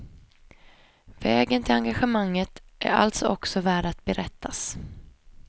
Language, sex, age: Swedish, female, 25